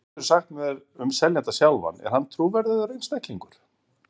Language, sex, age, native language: Icelandic, male, 50-59, Icelandic